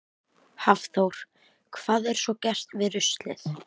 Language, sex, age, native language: Icelandic, female, 11, Icelandic